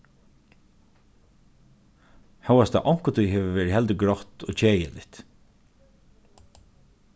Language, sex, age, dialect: Faroese, male, 36-60, Norðurstreymoy/Eysturoy